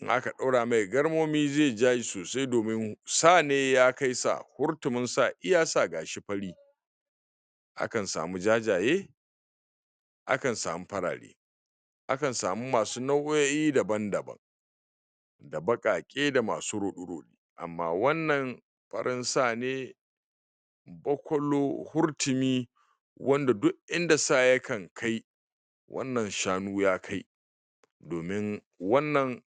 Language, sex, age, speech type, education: Hausa, male, 46-60, spontaneous, tertiary